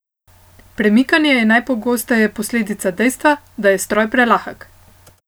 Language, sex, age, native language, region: Slovenian, female, 18-29, Slovenian, Central Slovenia